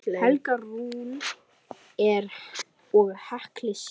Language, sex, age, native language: Icelandic, female, 10, Icelandic